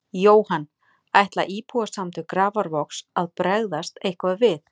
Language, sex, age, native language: Icelandic, female, 40-49, Icelandic